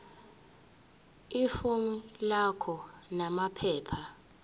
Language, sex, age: Zulu, female, 18